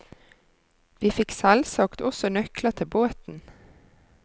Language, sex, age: Norwegian, female, 33